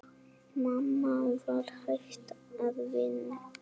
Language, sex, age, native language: Icelandic, female, 7, Icelandic